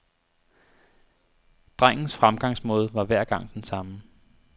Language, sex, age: Danish, male, 25